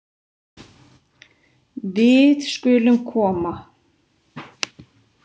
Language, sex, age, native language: Icelandic, female, 60-69, Icelandic